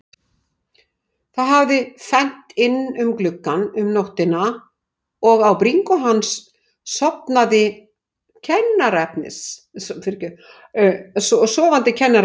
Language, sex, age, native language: Icelandic, female, 60-69, Icelandic